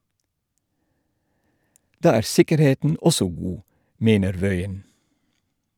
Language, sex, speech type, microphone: Norwegian, male, read, Shure